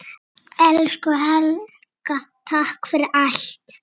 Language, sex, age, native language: Icelandic, female, 6, Icelandic